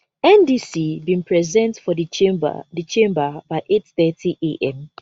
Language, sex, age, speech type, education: Nigerian Pidgin, female, 15-29, spontaneous, tertiary